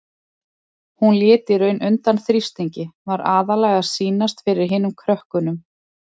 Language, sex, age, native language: Icelandic, female, 20-29, Icelandic